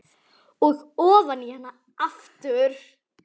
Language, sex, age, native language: Icelandic, female, 10, Icelandic